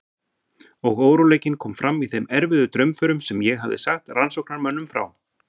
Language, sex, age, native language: Icelandic, male, 40-49, Icelandic